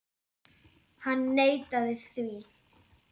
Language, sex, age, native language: Icelandic, female, 10, Icelandic